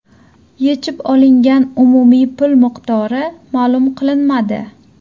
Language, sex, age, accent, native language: Uzbek, female, 19-29, Surxondaryo, Uzbek